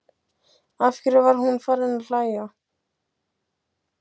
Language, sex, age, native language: Icelandic, male, 12, Icelandic